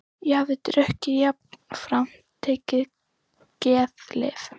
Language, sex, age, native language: Icelandic, female, 11, Icelandic